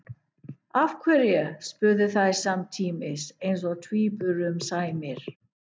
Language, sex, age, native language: Icelandic, female, 50-59, English